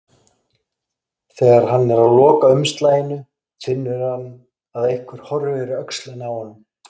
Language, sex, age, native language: Icelandic, male, 40-49, Icelandic